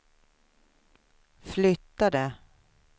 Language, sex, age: Swedish, female, 53